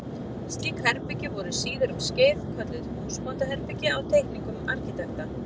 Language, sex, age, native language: Icelandic, female, 30-39, Icelandic